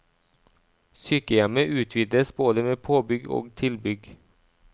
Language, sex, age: Norwegian, male, 37